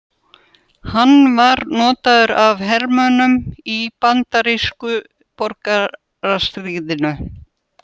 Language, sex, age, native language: Icelandic, female, 70-79, Icelandic